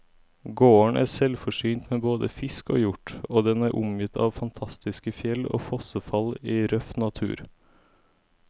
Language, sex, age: Norwegian, male, 17